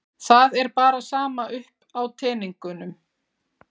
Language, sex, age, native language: Icelandic, female, 40-49, Icelandic